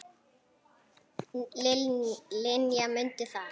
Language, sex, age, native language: Icelandic, female, 9, Icelandic